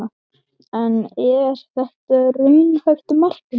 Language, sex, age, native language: Icelandic, male, 8, Icelandic